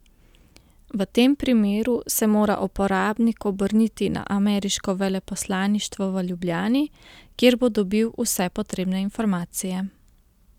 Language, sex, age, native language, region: Slovenian, female, 30-49, Slovenian, Central Slovenia